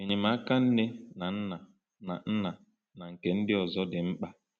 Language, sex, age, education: Igbo, male, 15-29, tertiary